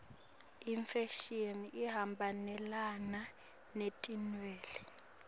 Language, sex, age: Swati, female, 18